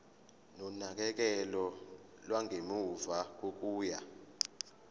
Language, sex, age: Zulu, male, 25